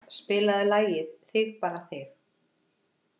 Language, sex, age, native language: Icelandic, female, 50-59, Icelandic